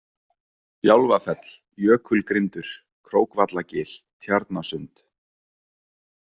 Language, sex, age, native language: Icelandic, male, 20-29, Icelandic